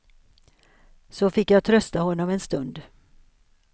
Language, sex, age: Swedish, female, 63